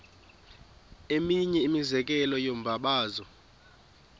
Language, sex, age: Xhosa, female, 28